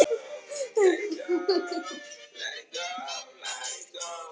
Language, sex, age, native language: Icelandic, other, 12, Icelandic